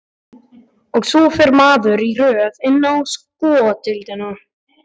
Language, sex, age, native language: Icelandic, male, 12, Icelandic